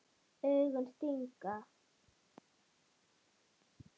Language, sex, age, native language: Icelandic, female, 8, Icelandic